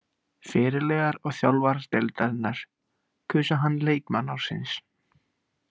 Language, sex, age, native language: Icelandic, male, 18-19, Icelandic